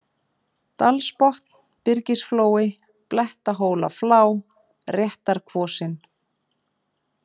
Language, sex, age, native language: Icelandic, female, 50-59, Icelandic